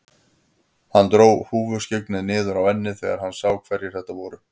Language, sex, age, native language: Icelandic, male, 50-59, Icelandic